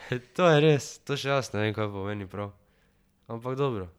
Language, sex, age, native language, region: Slovenian, male, 12-17, Slovenian, Drava region